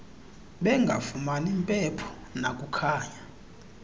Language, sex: Xhosa, male